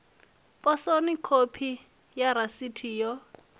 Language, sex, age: Venda, female, 25